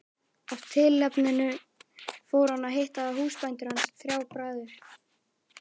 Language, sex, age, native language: Icelandic, male, 11, Icelandic